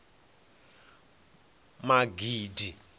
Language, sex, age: Venda, male, 26